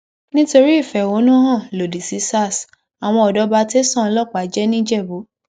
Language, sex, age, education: Yoruba, female, 15-29, tertiary